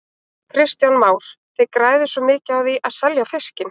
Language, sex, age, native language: Icelandic, female, 18-19, Icelandic